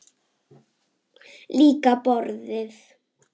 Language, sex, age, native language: Icelandic, female, 7, Icelandic